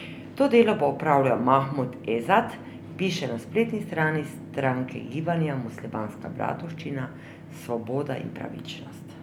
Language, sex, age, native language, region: Slovenian, female, 50-59, Slovenian, Drava region